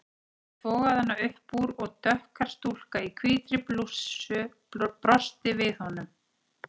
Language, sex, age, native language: Icelandic, female, 40-49, Icelandic